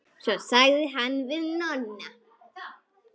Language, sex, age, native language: Icelandic, female, 10, Icelandic